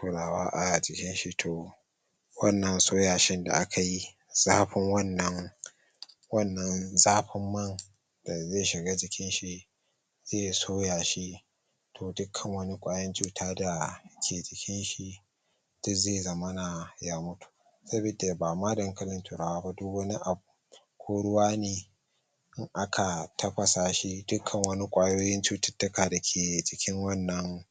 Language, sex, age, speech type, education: Hausa, male, 60+, spontaneous, tertiary